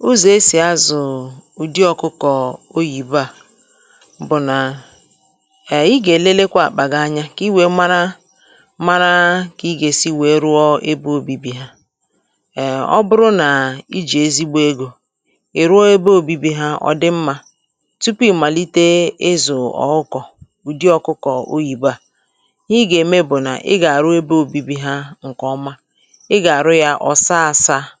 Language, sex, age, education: Igbo, male, 30-45, tertiary